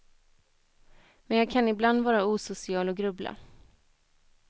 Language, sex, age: Swedish, female, 21